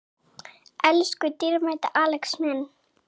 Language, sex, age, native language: Icelandic, female, 7, Icelandic